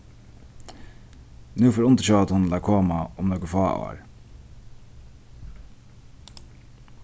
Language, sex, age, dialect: Faroese, male, 15-35, Sandoy